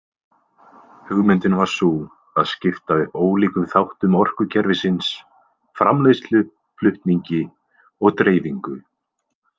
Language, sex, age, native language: Icelandic, male, 20-29, Icelandic